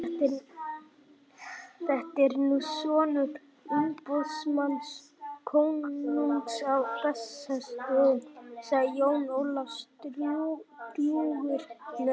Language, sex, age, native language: Icelandic, male, 18-19, Icelandic